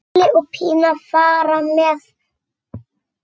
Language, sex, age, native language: Icelandic, female, 6, Icelandic